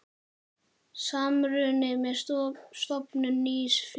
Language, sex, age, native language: Icelandic, male, 9, Icelandic